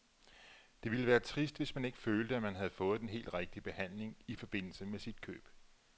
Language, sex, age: Danish, male, 34